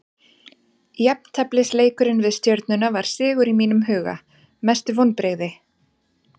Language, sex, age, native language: Icelandic, female, 40-49, Icelandic